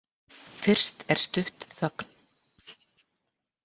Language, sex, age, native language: Icelandic, female, 40-49, Icelandic